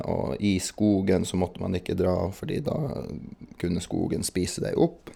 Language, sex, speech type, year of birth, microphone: Norwegian, male, spontaneous, 1983, Shure